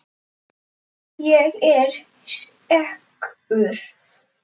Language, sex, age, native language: Icelandic, male, 10, Icelandic